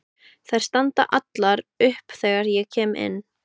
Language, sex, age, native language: Icelandic, female, 12, Icelandic